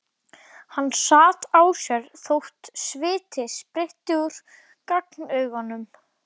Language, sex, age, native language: Icelandic, male, 12, Icelandic